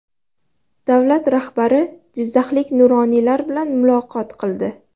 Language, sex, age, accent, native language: Uzbek, female, 12-17, Farg'ona, Uzbek